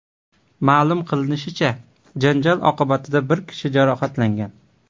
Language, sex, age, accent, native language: Uzbek, male, 18-24, Farg'ona, Uzbek